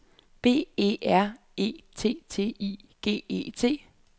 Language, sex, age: Danish, female, 33